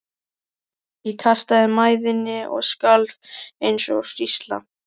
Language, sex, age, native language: Icelandic, male, 13, Icelandic